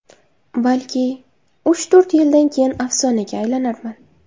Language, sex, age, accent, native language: Uzbek, female, 19-29, Samarqand, Uzbek